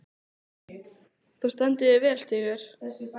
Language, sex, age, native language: Icelandic, female, 15, Icelandic